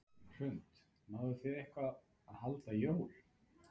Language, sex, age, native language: Icelandic, male, 30-39, Icelandic